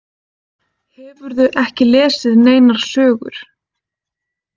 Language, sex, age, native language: Icelandic, female, 20-29, Icelandic